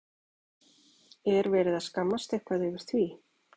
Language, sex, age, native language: Icelandic, female, 40-49, Icelandic